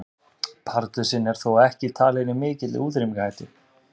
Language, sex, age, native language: Icelandic, male, 30-39, Icelandic